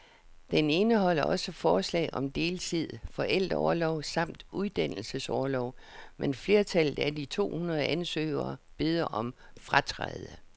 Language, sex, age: Danish, female, 67